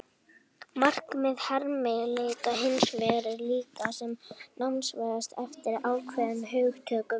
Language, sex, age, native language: Icelandic, female, 18-19, Icelandic